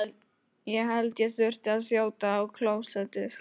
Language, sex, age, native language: Icelandic, male, 12, Polish